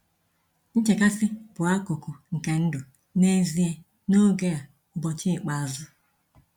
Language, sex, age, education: Igbo, male, 15-29, tertiary